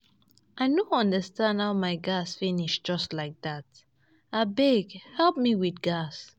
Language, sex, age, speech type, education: Nigerian Pidgin, female, 15-29, spontaneous, tertiary